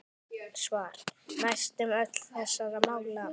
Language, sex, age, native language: Icelandic, male, 10, Icelandic